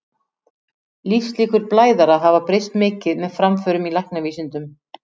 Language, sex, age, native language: Icelandic, female, 40-49, Icelandic